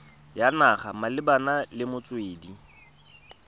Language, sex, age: Tswana, male, 22